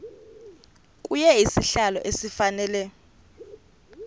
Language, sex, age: Xhosa, female, 28